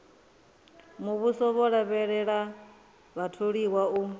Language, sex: Venda, female